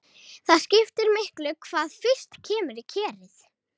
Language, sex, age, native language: Icelandic, female, 18-19, Icelandic